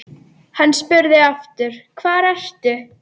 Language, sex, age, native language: Icelandic, female, 10, Icelandic